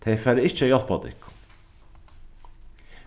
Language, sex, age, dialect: Faroese, male, 36-60, Norðurstreymoy/Eysturoy